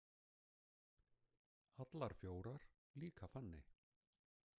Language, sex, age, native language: Icelandic, male, 60-69, Icelandic